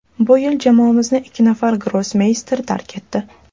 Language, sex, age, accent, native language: Uzbek, female, under 19, Toshkent shahri, Uzbek